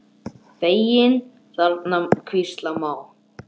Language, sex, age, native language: Icelandic, male, 10, Icelandic